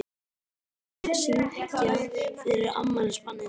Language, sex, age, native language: Icelandic, male, 12, Icelandic